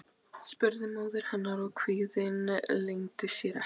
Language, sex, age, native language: Icelandic, female, 12, Icelandic